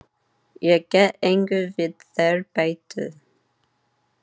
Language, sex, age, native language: Icelandic, female, 30-39, English